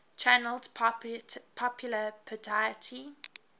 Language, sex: English, female